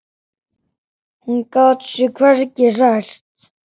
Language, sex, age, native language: Icelandic, male, 10, Icelandic